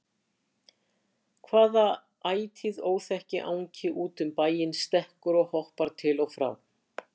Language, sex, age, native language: Icelandic, female, 60-69, Icelandic